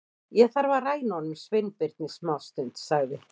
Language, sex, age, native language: Icelandic, female, 50-59, Icelandic